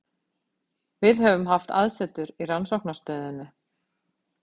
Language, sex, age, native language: Icelandic, female, 50-59, Icelandic